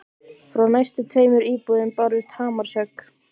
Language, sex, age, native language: Icelandic, female, 15, Icelandic